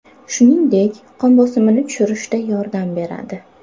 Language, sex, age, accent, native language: Uzbek, female, 18-24, Farg'ona, Uzbek